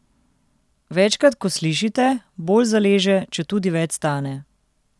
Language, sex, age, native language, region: Slovenian, female, 30-49, Slovenian, Central Slovenia